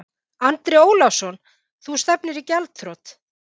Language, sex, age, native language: Icelandic, female, 50-59, Icelandic